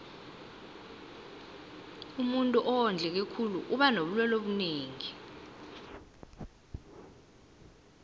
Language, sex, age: South Ndebele, female, 18